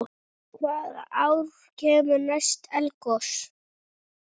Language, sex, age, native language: Icelandic, female, 7, Icelandic